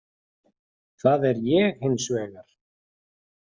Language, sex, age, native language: Icelandic, male, 40-49, Icelandic